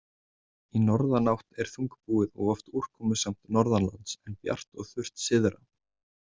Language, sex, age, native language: Icelandic, male, 20-29, Icelandic